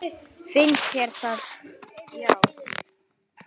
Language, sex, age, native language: Icelandic, male, 9, Icelandic